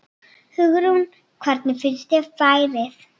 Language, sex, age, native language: Icelandic, female, 7, Icelandic